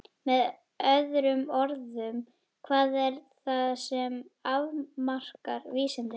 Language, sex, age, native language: Icelandic, female, 11, Icelandic